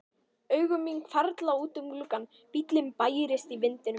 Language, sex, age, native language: Icelandic, female, 11, Icelandic